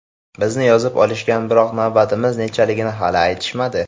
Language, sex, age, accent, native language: Uzbek, male, 18-24, Farg'ona, Uzbek